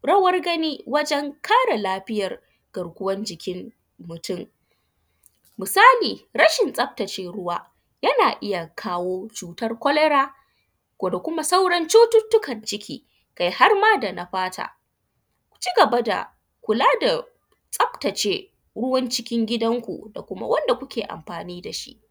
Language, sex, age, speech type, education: Hausa, female, 15-29, spontaneous, tertiary